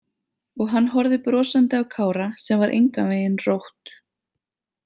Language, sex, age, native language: Icelandic, female, 30-39, Icelandic